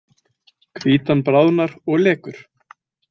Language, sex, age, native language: Icelandic, male, 20-29, Icelandic